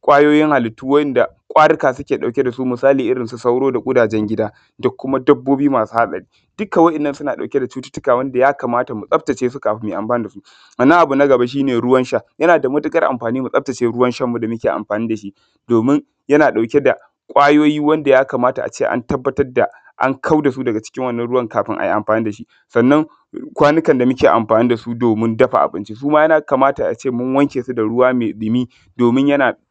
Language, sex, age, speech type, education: Hausa, male, 15-29, spontaneous, tertiary